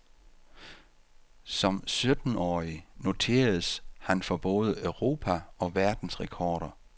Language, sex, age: Danish, male, 48